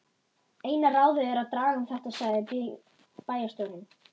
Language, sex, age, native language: Icelandic, male, 11, Icelandic